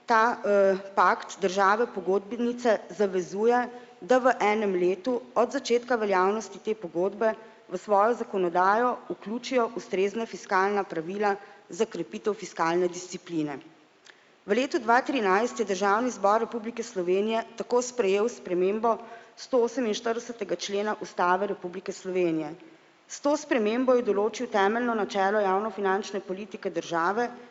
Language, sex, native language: Slovenian, female, Slovenian